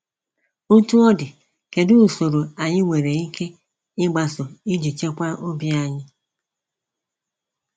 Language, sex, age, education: Igbo, male, 15-29, tertiary